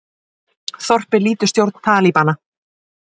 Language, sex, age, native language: Icelandic, female, 20-29, Icelandic